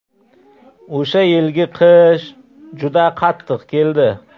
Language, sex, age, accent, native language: Uzbek, male, 35+, Qashqadaryo, Uzbek